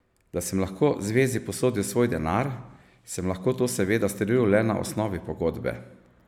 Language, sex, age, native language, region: Slovenian, male, 50-59, Slovenian, Savinja region